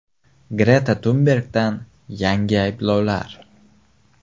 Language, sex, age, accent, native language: Uzbek, male, 18-24, Xorazm, Uzbek